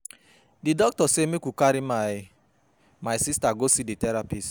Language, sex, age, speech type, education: Nigerian Pidgin, male, 30-45, spontaneous, tertiary